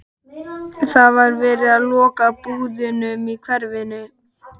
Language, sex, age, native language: Icelandic, male, 12, Icelandic